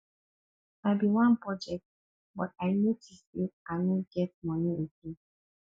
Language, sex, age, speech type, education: Nigerian Pidgin, female, 15-29, spontaneous, tertiary